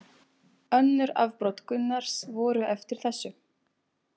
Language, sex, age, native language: Icelandic, female, 18-19, Icelandic